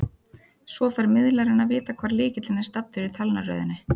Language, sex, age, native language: Icelandic, female, 30-39, Icelandic